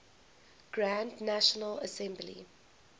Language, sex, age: English, female, 21